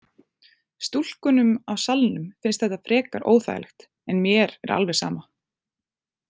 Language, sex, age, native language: Icelandic, female, 20-29, Icelandic